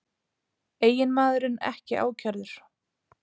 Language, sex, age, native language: Icelandic, female, 30-39, Icelandic